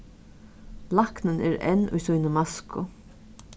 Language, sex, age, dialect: Faroese, female, 36-60, Suðurstreymoy